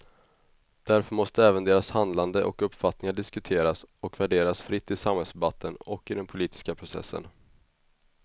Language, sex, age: Swedish, male, 21